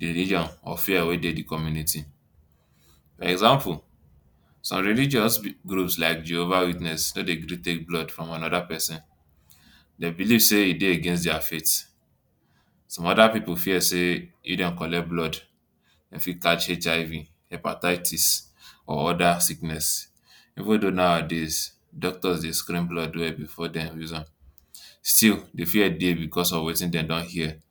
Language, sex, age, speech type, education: Nigerian Pidgin, male, 15-29, spontaneous, tertiary